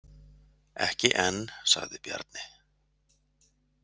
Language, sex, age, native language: Icelandic, male, 40-49, Icelandic